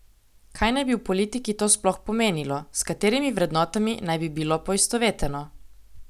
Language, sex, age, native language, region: Slovenian, female, 18-29, Slovenian, Coastal Karst region